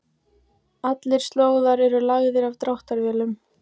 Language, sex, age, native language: Icelandic, female, 14, Icelandic